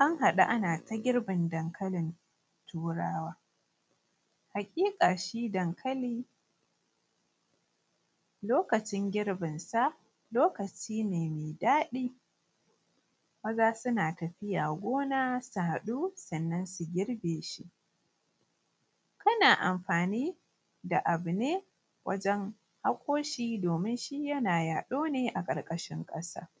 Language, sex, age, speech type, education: Hausa, female, 15-29, spontaneous, primary